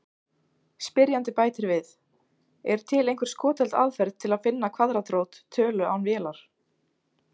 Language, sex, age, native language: Icelandic, female, 16, Icelandic